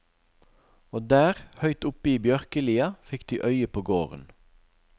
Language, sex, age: Norwegian, male, 41